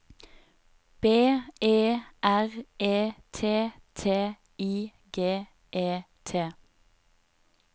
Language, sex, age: Norwegian, female, 30